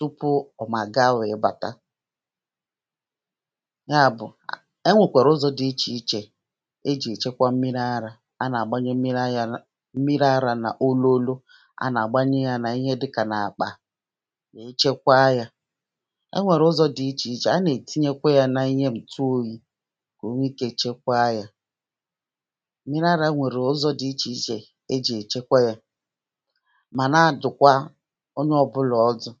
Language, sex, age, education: Igbo, female, 30-45, primary